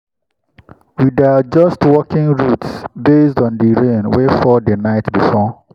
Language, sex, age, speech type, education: Nigerian Pidgin, male, 15-29, spontaneous, tertiary